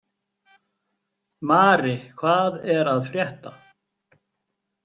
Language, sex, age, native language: Icelandic, male, 50-59, Icelandic